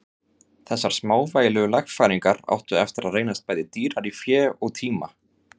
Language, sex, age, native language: Icelandic, male, 30-39, Icelandic